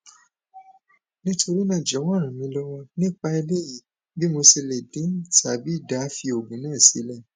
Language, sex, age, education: Yoruba, male, 15-29, tertiary